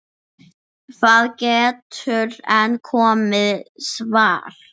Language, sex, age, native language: Icelandic, female, 7, English